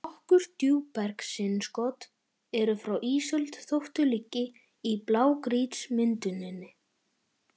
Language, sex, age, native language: Icelandic, male, 11, Icelandic